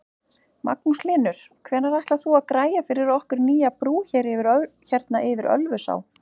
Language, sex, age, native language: Icelandic, female, 40-49, Icelandic